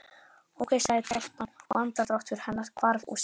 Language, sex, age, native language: Icelandic, male, 11, Icelandic